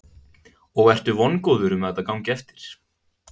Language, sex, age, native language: Icelandic, male, 20-29, Icelandic